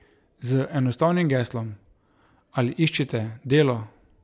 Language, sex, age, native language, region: Slovenian, male, 30-49, Slovenian, Drava region